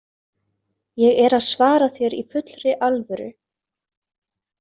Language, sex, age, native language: Icelandic, female, 20-29, Icelandic